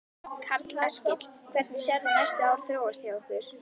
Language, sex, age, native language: Icelandic, female, 11, Icelandic